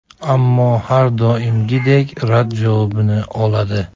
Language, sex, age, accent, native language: Uzbek, male, 25-34, Samarqand, Uzbek